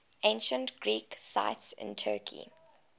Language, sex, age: English, female, 20